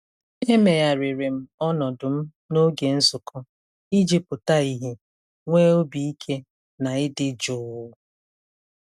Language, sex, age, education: Igbo, female, 30-45, tertiary